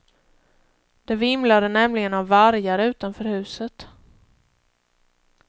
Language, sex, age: Swedish, female, 31